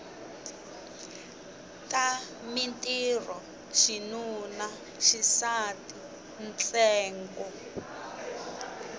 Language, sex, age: Tsonga, female, 22